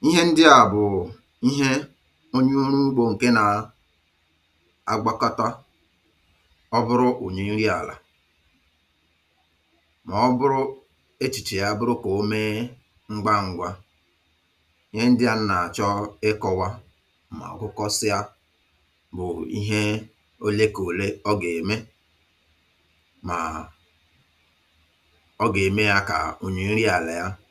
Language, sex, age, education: Igbo, male, 30-45, tertiary